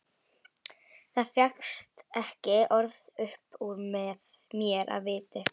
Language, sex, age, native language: Icelandic, female, 11, Icelandic